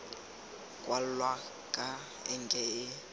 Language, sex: Tswana, male